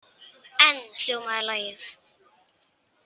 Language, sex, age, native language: Icelandic, male, 18-19, Icelandic